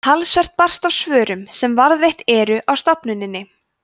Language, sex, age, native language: Icelandic, female, 20-29, Icelandic